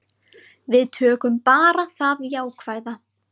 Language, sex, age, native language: Icelandic, female, 20-29, Icelandic